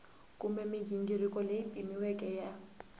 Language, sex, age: Tsonga, female, 18